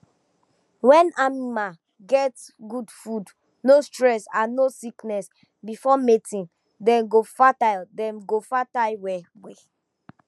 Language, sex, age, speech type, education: Nigerian Pidgin, female, 15-29, spontaneous, tertiary